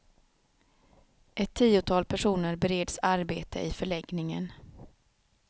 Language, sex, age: Swedish, female, 36